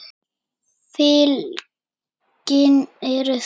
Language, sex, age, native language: Icelandic, female, 8, Icelandic